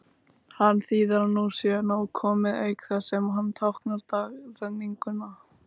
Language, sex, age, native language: Icelandic, female, 18-19, Icelandic